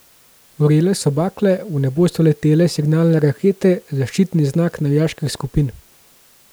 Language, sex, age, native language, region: Slovenian, male, 18-29, Slovenian, Gorenjska region